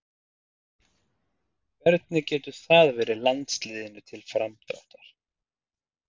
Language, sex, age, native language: Icelandic, male, 30-39, Icelandic